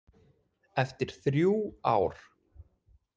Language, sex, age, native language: Icelandic, male, 20-29, Icelandic